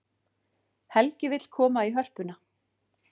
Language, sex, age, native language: Icelandic, female, 40-49, Icelandic